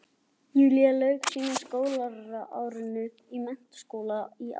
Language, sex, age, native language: Icelandic, other, 11, Icelandic